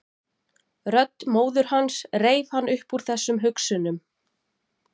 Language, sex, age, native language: Icelandic, female, 40-49, Icelandic